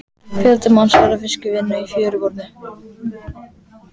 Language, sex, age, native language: Icelandic, male, 12, Icelandic